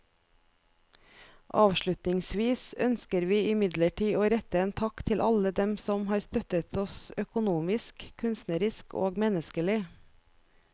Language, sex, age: Norwegian, female, 41